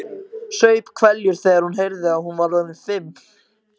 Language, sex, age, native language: Icelandic, male, 14, Icelandic